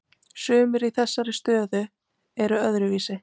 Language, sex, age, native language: Icelandic, female, 20-29, Icelandic